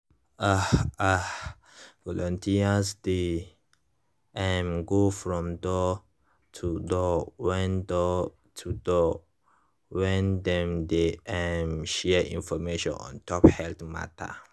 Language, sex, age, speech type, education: Nigerian Pidgin, male, 15-29, spontaneous, tertiary